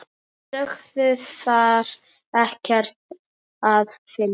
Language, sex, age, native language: Icelandic, male, 9, Icelandic